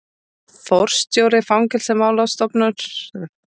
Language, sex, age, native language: Icelandic, female, 30-39, Icelandic